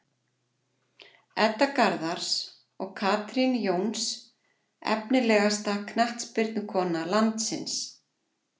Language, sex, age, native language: Icelandic, female, 40-49, Icelandic